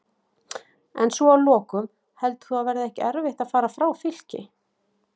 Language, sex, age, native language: Icelandic, female, 40-49, Icelandic